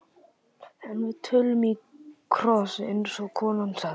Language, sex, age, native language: Icelandic, male, 11, Icelandic